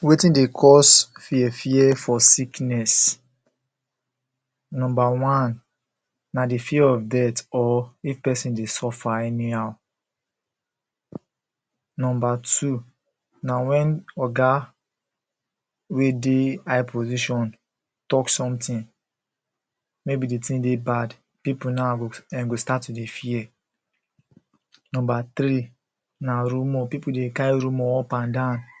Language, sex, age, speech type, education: Nigerian Pidgin, male, 15-29, spontaneous, secondary